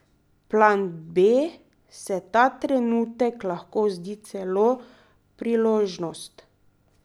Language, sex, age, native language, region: Slovenian, female, 30-49, Slovenian, Drava region